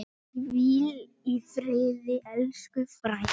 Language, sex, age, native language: Icelandic, male, 9, Icelandic